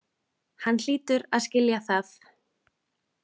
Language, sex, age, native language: Icelandic, female, 20-29, Icelandic